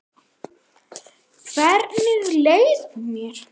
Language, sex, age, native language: Icelandic, female, 9, Icelandic